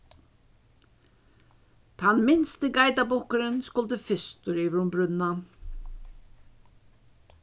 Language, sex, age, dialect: Faroese, female, 61+, Suðurstreymoy